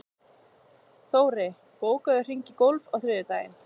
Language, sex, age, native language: Icelandic, female, 20-29, Icelandic